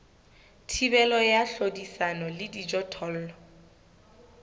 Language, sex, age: Southern Sotho, female, 18